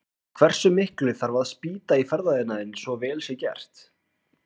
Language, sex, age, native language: Icelandic, male, 20-29, Icelandic